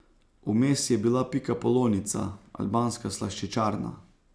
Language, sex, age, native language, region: Slovenian, male, 30-49, Slovenian, Savinja region